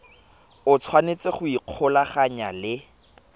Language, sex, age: Tswana, male, 24